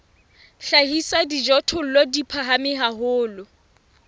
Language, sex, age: Southern Sotho, female, 21